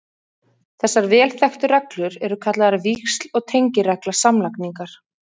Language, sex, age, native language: Icelandic, female, 30-39, Icelandic